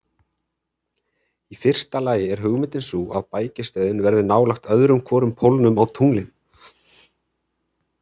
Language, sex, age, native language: Icelandic, male, 30-39, Icelandic